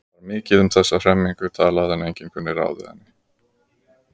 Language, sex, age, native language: Icelandic, male, 30-39, Icelandic